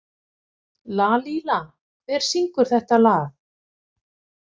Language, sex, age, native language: Icelandic, female, 50-59, Icelandic